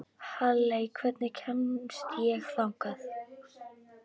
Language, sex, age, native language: Icelandic, female, 12, Icelandic